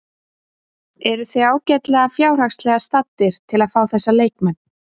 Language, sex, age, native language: Icelandic, female, 30-39, Icelandic